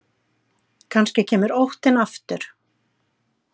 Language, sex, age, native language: Icelandic, female, 50-59, Icelandic